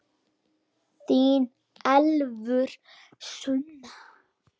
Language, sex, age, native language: Icelandic, male, 10, Icelandic